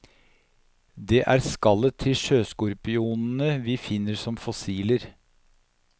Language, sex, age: Norwegian, male, 57